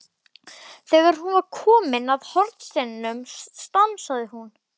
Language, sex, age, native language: Icelandic, male, 12, Icelandic